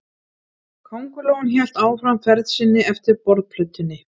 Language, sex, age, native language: Icelandic, female, 30-39, Icelandic